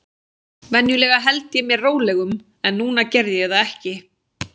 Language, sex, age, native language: Icelandic, female, 16, Icelandic